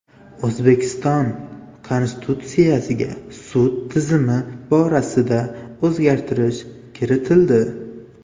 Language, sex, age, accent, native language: Uzbek, male, 18-24, Toshkent shahri, Uzbek